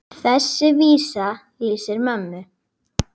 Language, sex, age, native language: Icelandic, male, 8, Icelandic